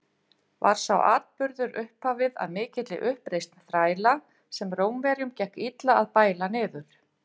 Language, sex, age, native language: Icelandic, female, 50-59, Icelandic